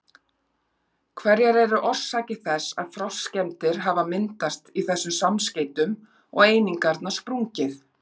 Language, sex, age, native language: Icelandic, female, 40-49, Icelandic